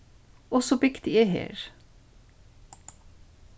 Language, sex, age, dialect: Faroese, female, 61+, Suðurstreymoy